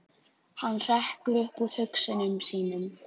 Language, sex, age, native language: Icelandic, female, 14, Icelandic